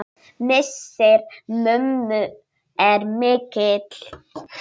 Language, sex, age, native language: Icelandic, female, 9, Polish